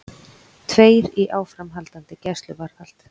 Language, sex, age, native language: Icelandic, female, 40-49, Icelandic